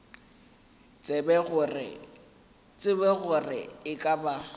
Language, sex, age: Northern Sotho, male, 18